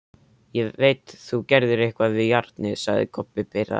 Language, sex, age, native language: Icelandic, male, 13, Icelandic